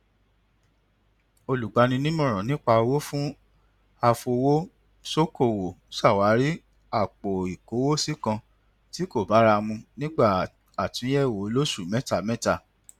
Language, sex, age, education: Yoruba, male, 30-45, tertiary